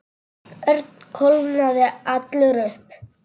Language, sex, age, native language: Icelandic, female, 9, Serbo-Croatian